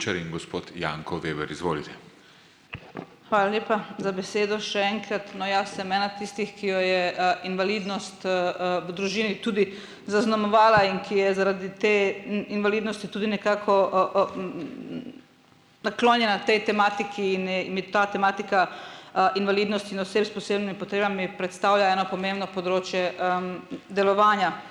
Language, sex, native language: Slovenian, female, Slovenian